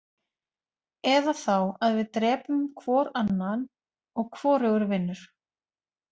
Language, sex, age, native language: Icelandic, female, 40-49, Icelandic